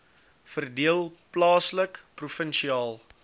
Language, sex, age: Afrikaans, male, 20